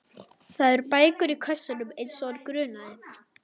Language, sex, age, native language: Icelandic, female, 11, Icelandic